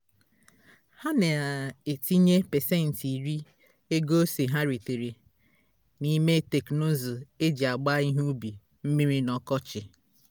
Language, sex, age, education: Igbo, female, 30-45, tertiary